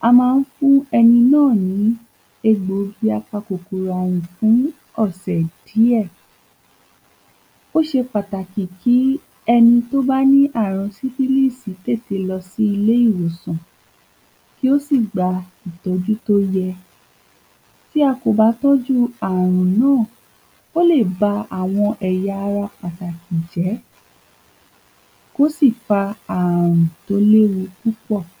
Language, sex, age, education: Yoruba, female, 15-29, tertiary